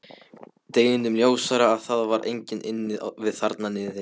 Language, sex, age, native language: Icelandic, male, 12, Polish